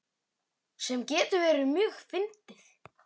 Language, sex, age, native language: Icelandic, male, 9, Icelandic